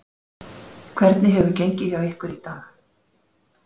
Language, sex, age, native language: Icelandic, female, 40-49, Icelandic